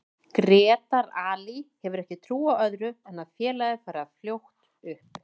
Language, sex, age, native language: Icelandic, female, 30-39, Icelandic